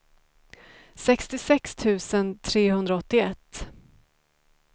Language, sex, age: Swedish, female, 35